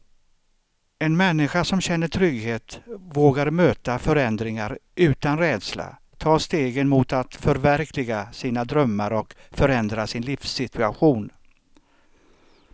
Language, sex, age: Swedish, male, 63